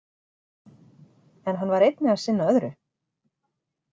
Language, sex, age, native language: Icelandic, female, 40-49, Icelandic